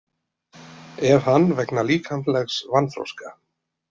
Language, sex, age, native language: Icelandic, male, 30-39, Icelandic